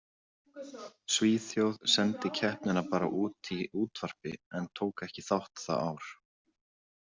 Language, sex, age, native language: Icelandic, male, 40-49, Icelandic